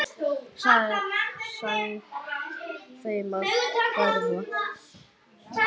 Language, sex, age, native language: Icelandic, male, 8, Icelandic